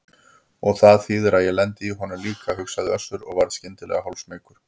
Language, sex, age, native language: Icelandic, male, 50-59, Icelandic